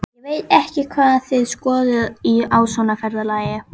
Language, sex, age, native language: Icelandic, female, 11, Icelandic